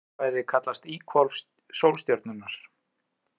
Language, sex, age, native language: Icelandic, male, 30-39, Icelandic